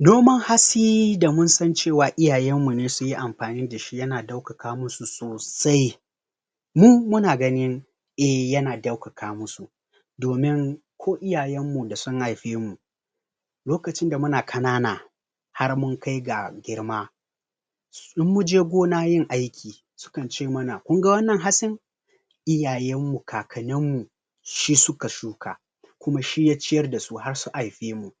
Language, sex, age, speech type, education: Hausa, male, 30-45, spontaneous, tertiary